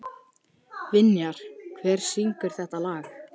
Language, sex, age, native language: Icelandic, male, 13, Icelandic